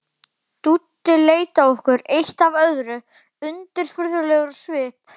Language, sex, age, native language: Icelandic, male, 12, Icelandic